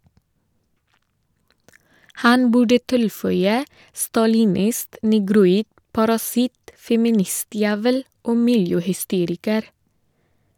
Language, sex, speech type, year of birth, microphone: Norwegian, female, read, 1988, Shure